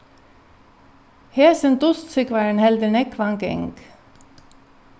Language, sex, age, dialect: Faroese, female, 36-60, Norðuroyggjar